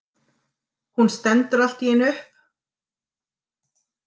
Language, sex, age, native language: Icelandic, female, 40-49, Icelandic